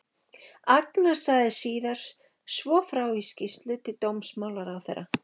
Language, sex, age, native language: Icelandic, female, 11, Icelandic